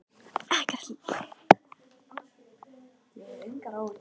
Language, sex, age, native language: Icelandic, female, 13, Icelandic